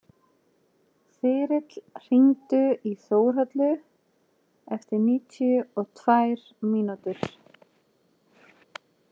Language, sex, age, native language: Icelandic, female, 40-49, Icelandic